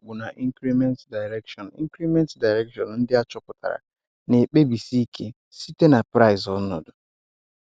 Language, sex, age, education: Igbo, male, 30-45, tertiary